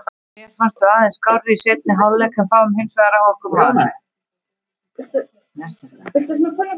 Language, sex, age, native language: Icelandic, female, 30-39, Icelandic